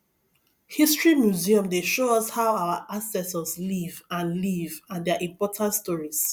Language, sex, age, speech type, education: Nigerian Pidgin, female, 30-45, spontaneous, tertiary